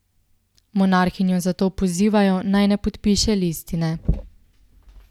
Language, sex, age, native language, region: Slovenian, female, 18-29, Slovenian, Central Slovenia